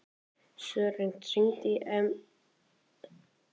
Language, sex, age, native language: Icelandic, male, 14, Icelandic